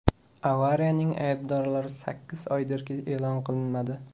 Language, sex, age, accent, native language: Uzbek, male, 18-24, Qashqadaryo, Uzbek